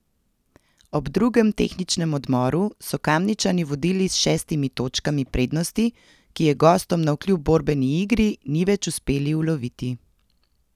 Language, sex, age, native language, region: Slovenian, female, 30-49, Slovenian, Central Slovenia